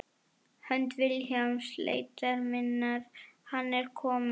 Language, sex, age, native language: Icelandic, female, 11, Icelandic